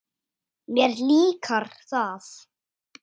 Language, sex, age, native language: Icelandic, male, 7, Icelandic